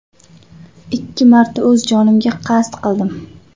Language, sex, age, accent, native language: Uzbek, female, 25-34, Toshkent viloyati, Uzbek